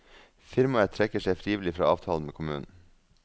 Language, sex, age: Norwegian, male, 42